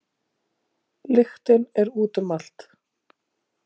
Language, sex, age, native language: Icelandic, female, 30-39, Icelandic